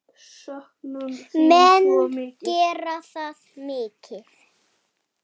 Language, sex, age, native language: Icelandic, female, 5, Icelandic